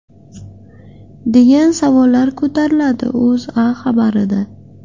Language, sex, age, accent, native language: Uzbek, female, 18-24, Qashqadaryo, Uzbek